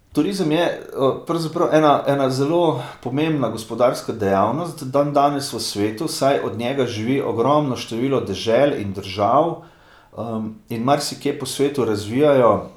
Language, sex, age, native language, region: Slovenian, male, 50-59, Slovenian, Gorica region